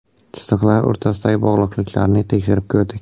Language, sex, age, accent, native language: Uzbek, male, 18-24, Buxoro, Uzbek